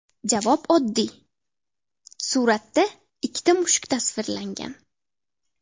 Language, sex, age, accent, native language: Uzbek, female, 12-17, Namangan, Uzbek